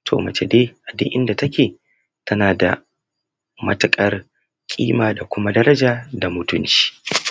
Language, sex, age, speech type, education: Hausa, male, 30-45, spontaneous, tertiary